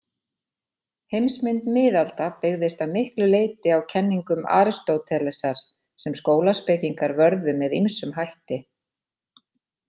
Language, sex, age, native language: Icelandic, female, 40-49, Icelandic